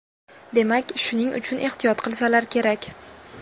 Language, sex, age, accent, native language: Uzbek, female, 19-29, Toshkent viloyati, Uzbek